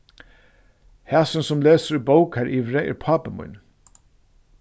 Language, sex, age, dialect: Faroese, male, 36-60, Suðurstreymoy